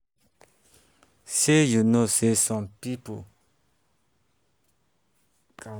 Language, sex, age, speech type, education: Nigerian Pidgin, male, 30-45, spontaneous, tertiary